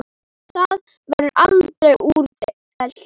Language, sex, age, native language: Icelandic, female, 8, Icelandic